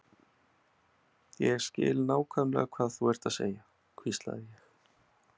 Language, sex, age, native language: Icelandic, male, 30-39, Icelandic